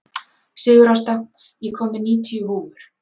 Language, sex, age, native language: Icelandic, female, 40-49, Icelandic